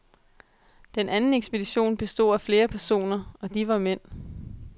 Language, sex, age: Danish, female, 22